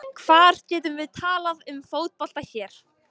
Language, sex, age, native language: Icelandic, female, 18-19, Icelandic